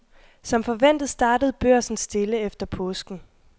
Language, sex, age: Danish, female, 21